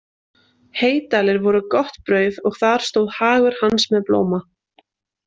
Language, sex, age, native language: Icelandic, female, 20-29, Icelandic